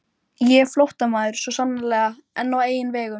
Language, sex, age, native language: Icelandic, female, 12, Icelandic